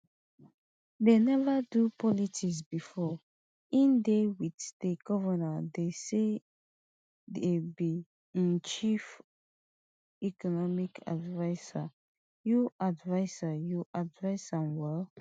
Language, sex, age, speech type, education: Nigerian Pidgin, female, 30-45, spontaneous, tertiary